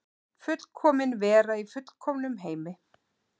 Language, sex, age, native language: Icelandic, female, 50-59, Icelandic